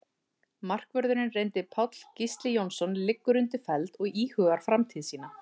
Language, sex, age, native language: Icelandic, male, 30-39, Icelandic